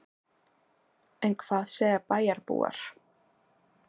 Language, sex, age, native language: Icelandic, female, 20-29, Icelandic